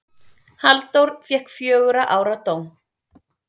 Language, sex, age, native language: Icelandic, female, 30-39, Icelandic